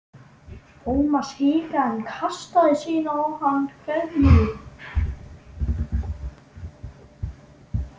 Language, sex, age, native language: Icelandic, male, 12, Icelandic